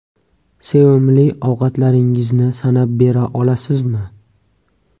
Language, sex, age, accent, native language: Uzbek, male, 18-24, Toshkent viloyati, Uzbek